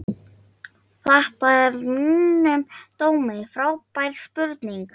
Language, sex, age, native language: Icelandic, female, 13, Icelandic